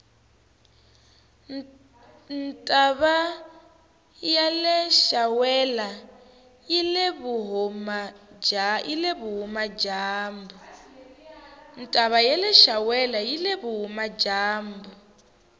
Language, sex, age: Tsonga, female, 19